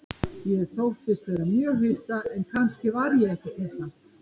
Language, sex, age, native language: Icelandic, female, 50-59, Icelandic